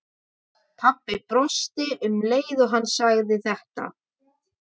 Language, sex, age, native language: Icelandic, male, 12, Icelandic